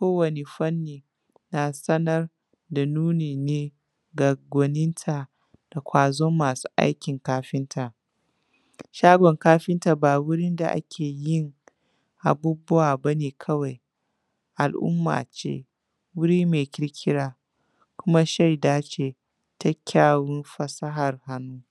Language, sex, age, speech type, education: Hausa, female, 15-29, spontaneous, tertiary